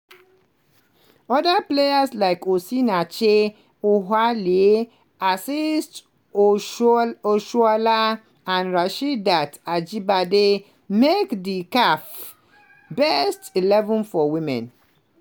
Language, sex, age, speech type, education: Nigerian Pidgin, male, 30-45, spontaneous, tertiary